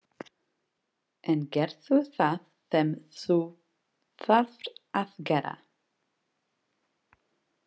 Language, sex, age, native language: Icelandic, female, 40-49, English